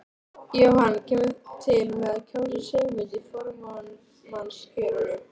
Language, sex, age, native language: Icelandic, female, 13, Icelandic